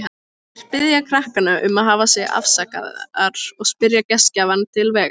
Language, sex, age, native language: Icelandic, female, 18-19, Icelandic